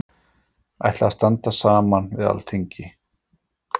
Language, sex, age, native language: Icelandic, male, 40-49, Icelandic